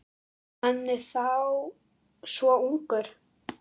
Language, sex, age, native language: Icelandic, female, 9, Icelandic